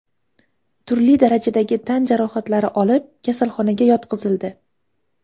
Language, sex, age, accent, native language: Uzbek, female, 18-24, Farg'ona, Uzbek